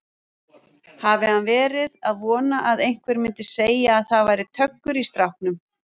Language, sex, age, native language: Icelandic, female, 40-49, Icelandic